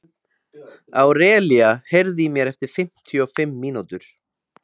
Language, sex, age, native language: Icelandic, male, 20-29, Icelandic